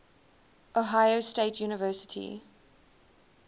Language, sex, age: English, female, 19